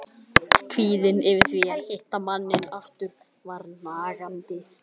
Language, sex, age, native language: Icelandic, male, 12, Icelandic